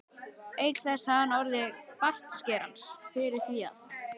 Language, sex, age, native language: Icelandic, male, 12, Icelandic